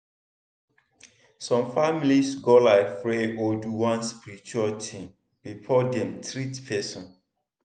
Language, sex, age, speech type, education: Nigerian Pidgin, male, 15-29, spontaneous, tertiary